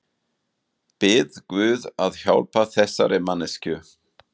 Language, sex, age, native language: Icelandic, male, 40-49, German